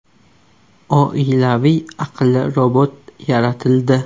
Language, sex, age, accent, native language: Uzbek, male, 25-34, Surxondaryo, Uzbek